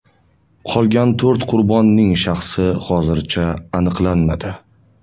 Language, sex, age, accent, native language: Uzbek, male, 18-24, Andijon, Uzbek